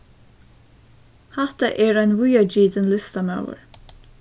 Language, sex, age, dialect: Faroese, female, 15-35, Suðurstreymoy